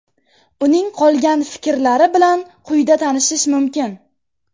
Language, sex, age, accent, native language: Uzbek, female, 12-17, Jizzax, Uzbek